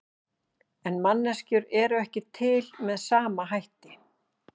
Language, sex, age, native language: Icelandic, female, 40-49, Icelandic